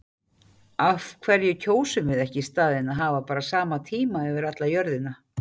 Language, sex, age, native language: Icelandic, female, 40-49, Icelandic